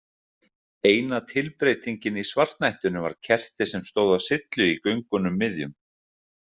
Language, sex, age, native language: Icelandic, male, 40-49, Icelandic